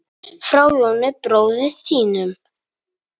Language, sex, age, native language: Icelandic, male, 9, Polish